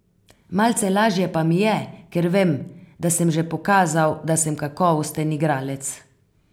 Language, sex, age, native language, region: Slovenian, female, 50-59, Slovenian, Carinthia region